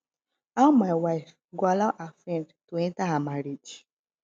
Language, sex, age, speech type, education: Nigerian Pidgin, female, 15-29, spontaneous, tertiary